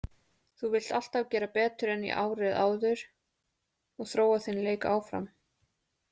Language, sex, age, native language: Icelandic, female, 20-29, Icelandic